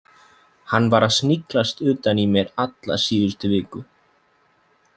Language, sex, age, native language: Icelandic, male, 20-29, Icelandic